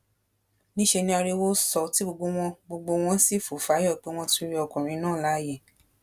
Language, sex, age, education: Yoruba, female, 15-29, tertiary